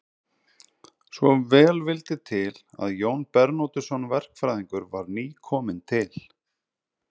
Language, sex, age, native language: Icelandic, male, 30-39, Icelandic